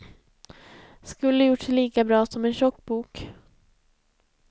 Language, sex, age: Swedish, female, 20